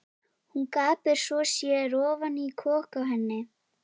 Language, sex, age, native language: Icelandic, female, 13, Icelandic